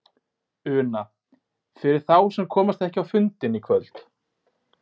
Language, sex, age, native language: Icelandic, male, 18-19, Icelandic